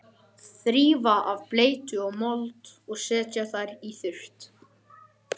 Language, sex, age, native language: Icelandic, male, 12, Icelandic